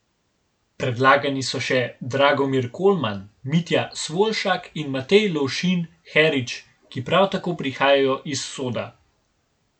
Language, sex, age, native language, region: Slovenian, male, 18-29, Slovenian, Gorenjska region